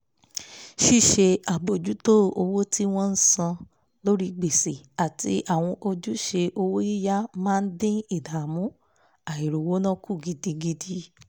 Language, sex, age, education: Yoruba, female, 15-29, tertiary